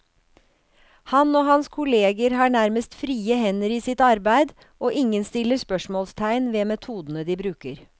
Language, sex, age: Norwegian, female, 56